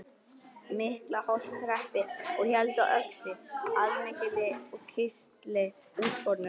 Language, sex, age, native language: Icelandic, male, 11, Icelandic